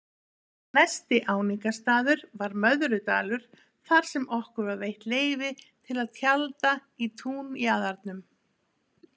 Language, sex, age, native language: Icelandic, female, 50-59, Icelandic